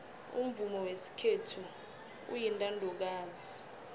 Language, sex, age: South Ndebele, female, 22